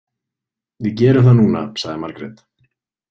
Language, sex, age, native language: Icelandic, male, 20-29, Icelandic